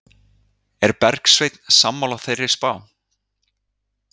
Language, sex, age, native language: Icelandic, male, 30-39, Icelandic